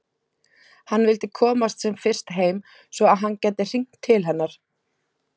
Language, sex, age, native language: Icelandic, female, 20-29, Icelandic